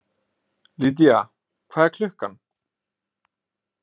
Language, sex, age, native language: Icelandic, male, 20-29, Icelandic